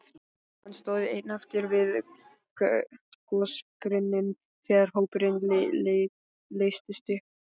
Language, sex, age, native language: Icelandic, male, 12, Icelandic